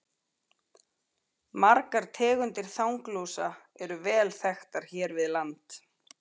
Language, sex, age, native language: Icelandic, female, 40-49, Icelandic